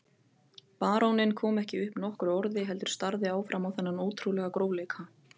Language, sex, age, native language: Icelandic, female, 30-39, Icelandic